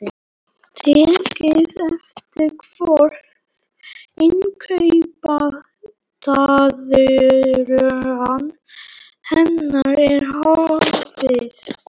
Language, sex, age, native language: Icelandic, male, 18-19, Polish